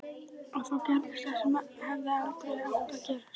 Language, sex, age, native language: Icelandic, male, 11, Icelandic